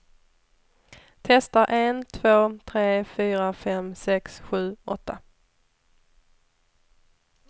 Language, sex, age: Swedish, female, 29